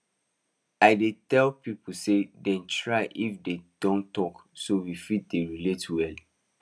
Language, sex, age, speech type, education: Nigerian Pidgin, male, 15-29, spontaneous, tertiary